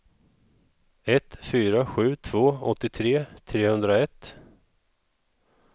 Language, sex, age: Swedish, male, 41